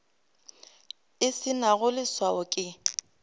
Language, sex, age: Northern Sotho, female, 25